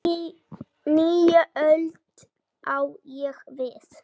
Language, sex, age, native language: Icelandic, female, 8, Icelandic